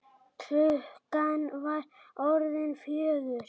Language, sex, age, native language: Icelandic, male, 8, Icelandic